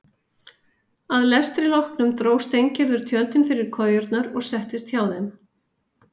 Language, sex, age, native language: Icelandic, female, 50-59, Icelandic